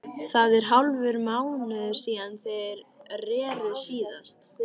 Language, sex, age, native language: Icelandic, female, 13, Icelandic